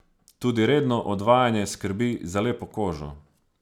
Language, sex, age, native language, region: Slovenian, male, 30-49, Slovenian, Savinja region